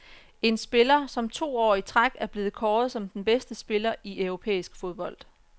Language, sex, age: Danish, female, 34